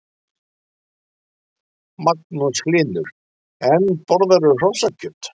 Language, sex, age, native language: Icelandic, male, 60-69, Icelandic